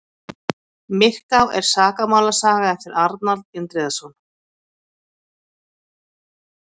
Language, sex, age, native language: Icelandic, female, 50-59, Icelandic